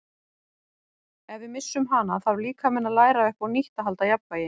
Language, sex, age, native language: Icelandic, female, 40-49, Icelandic